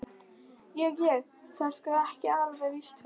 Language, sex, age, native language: Icelandic, female, 11, Icelandic